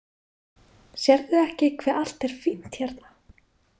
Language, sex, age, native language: Icelandic, female, 20-29, Icelandic